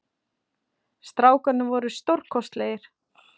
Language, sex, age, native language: Icelandic, female, 40-49, Icelandic